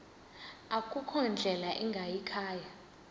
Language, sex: Xhosa, female